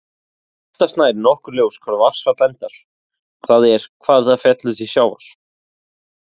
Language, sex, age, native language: Icelandic, male, 20-29, Icelandic